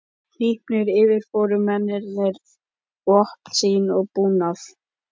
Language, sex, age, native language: Icelandic, male, 12, Icelandic